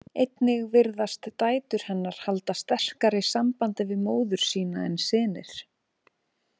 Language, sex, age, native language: Icelandic, female, 30-39, Icelandic